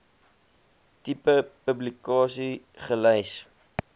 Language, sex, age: Afrikaans, male, 21